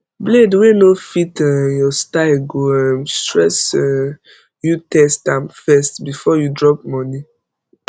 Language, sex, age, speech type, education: Nigerian Pidgin, female, 15-29, spontaneous, tertiary